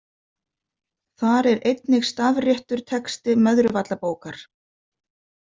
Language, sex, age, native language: Icelandic, female, 50-59, Icelandic